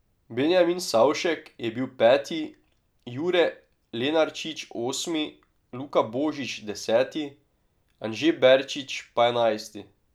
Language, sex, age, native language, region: Slovenian, male, 18-29, Slovenian, Drava region